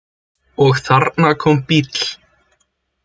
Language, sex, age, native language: Icelandic, male, 20-29, Icelandic